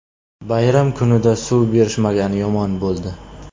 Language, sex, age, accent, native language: Uzbek, male, 25-34, Qashqadaryo, Uzbek